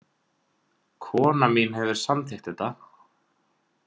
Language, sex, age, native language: Icelandic, male, 20-29, Icelandic